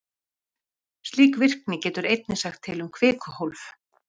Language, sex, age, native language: Icelandic, female, 50-59, Icelandic